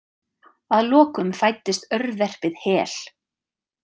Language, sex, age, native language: Icelandic, female, 30-39, Icelandic